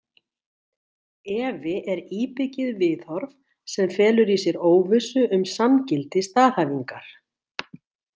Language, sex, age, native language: Icelandic, female, 60-69, Icelandic